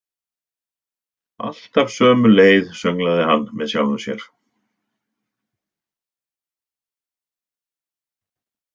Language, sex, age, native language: Icelandic, male, 60-69, Icelandic